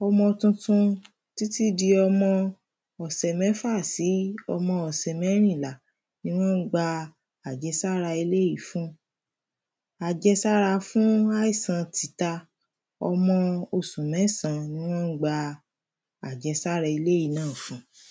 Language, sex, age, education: Yoruba, female, 30-45, primary